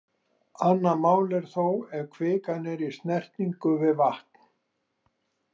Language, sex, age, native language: Icelandic, male, 60-69, Icelandic